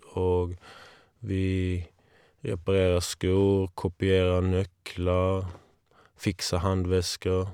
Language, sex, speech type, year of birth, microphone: Norwegian, male, spontaneous, 1981, Shure